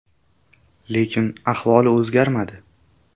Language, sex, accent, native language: Uzbek, male, Toshkent shahri, Uzbek